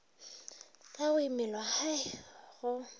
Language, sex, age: Northern Sotho, female, 23